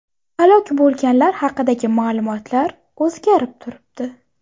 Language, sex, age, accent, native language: Uzbek, female, 18-24, Buxoro, Uzbek